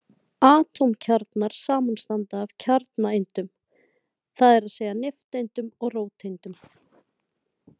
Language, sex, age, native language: Icelandic, female, 20-29, Icelandic